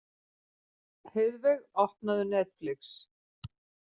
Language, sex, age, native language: Icelandic, female, 50-59, Icelandic